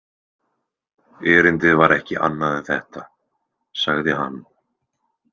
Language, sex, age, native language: Icelandic, male, 20-29, Icelandic